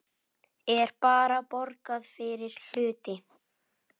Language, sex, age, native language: Icelandic, male, 8, Icelandic